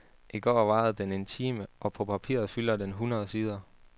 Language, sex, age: Danish, male, 18